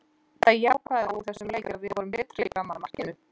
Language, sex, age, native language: Icelandic, female, 40-49, Icelandic